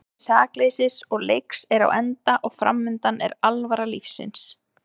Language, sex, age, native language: Icelandic, female, 20-29, Icelandic